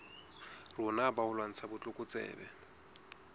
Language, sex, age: Southern Sotho, male, 20